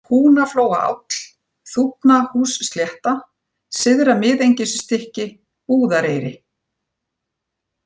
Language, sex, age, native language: Icelandic, female, 40-49, Icelandic